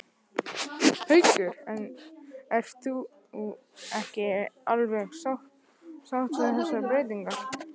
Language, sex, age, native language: Icelandic, male, 12, Icelandic